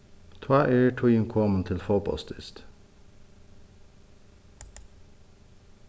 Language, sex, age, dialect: Faroese, male, 36-60, Suðuroy